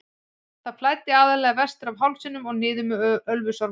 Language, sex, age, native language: Icelandic, female, 40-49, Icelandic